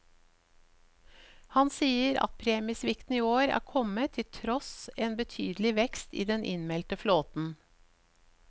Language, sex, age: Norwegian, female, 54